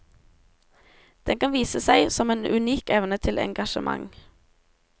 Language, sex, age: Norwegian, female, 17